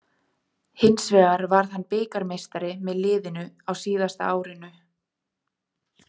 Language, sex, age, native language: Icelandic, female, 20-29, Icelandic